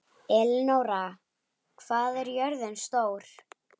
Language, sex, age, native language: Icelandic, female, 11, Icelandic